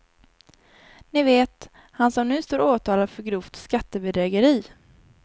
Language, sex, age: Swedish, female, 19